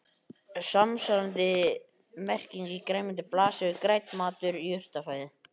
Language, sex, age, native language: Icelandic, male, 18-19, Icelandic